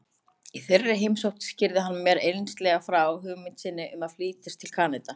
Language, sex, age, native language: Icelandic, other, 30-39, Icelandic